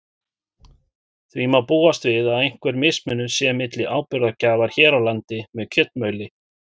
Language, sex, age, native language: Icelandic, male, 40-49, Icelandic